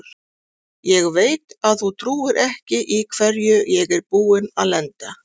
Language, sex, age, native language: Icelandic, female, 40-49, Icelandic